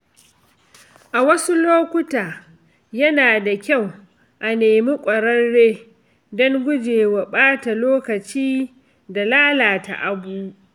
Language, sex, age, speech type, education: Hausa, female, 46-60, read, secondary